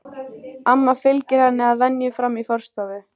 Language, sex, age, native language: Icelandic, female, 14, Icelandic